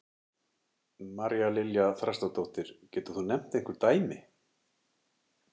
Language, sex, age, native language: Icelandic, male, 60-69, Icelandic